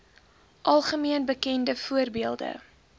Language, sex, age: Afrikaans, female, 18